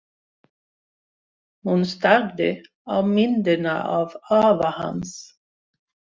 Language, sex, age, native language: Icelandic, female, 60-69, Swedish